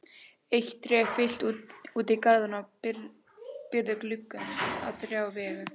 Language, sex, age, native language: Icelandic, female, 16, Icelandic